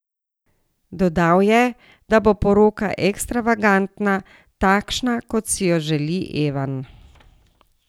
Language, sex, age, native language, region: Slovenian, female, 60+, Slovenian, Savinja region